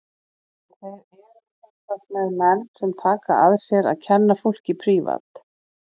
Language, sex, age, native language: Icelandic, female, 40-49, Icelandic